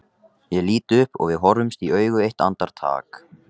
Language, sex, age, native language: Icelandic, male, 14, Icelandic